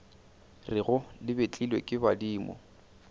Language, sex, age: Northern Sotho, male, 29